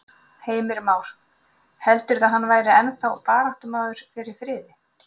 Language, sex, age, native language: Icelandic, female, 40-49, Icelandic